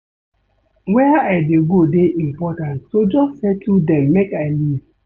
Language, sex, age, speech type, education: Nigerian Pidgin, male, 30-45, read, secondary